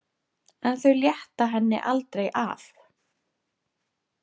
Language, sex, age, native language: Icelandic, female, 30-39, Icelandic